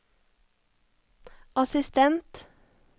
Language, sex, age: Norwegian, female, 34